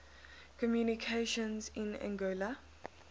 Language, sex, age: English, female, 19